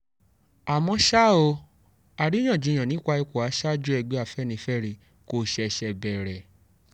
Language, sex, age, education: Yoruba, male, 15-29, tertiary